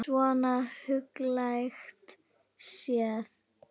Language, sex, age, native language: Icelandic, female, 9, Icelandic